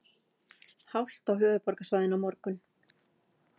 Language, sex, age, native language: Icelandic, female, 40-49, Icelandic